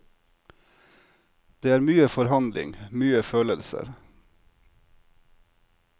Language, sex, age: Norwegian, male, 36